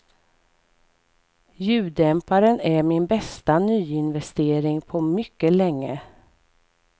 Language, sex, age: Swedish, female, 44